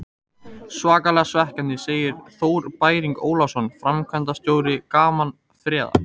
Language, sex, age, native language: Icelandic, male, 18-19, Icelandic